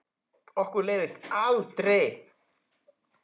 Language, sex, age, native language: Icelandic, male, 10, Icelandic